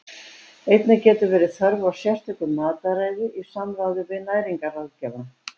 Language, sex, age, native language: Icelandic, female, 70-79, Icelandic